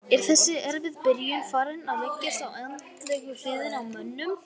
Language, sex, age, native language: Icelandic, male, 18-19, Icelandic